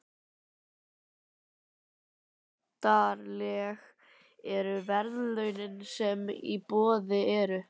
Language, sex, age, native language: Icelandic, other, 11, Icelandic